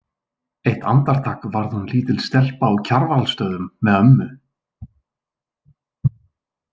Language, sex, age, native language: Icelandic, male, 20-29, Icelandic